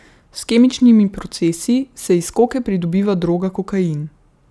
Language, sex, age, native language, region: Slovenian, female, 18-29, Slovenian, Central Slovenia